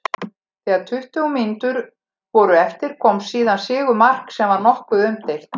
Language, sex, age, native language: Icelandic, female, 70-79, Icelandic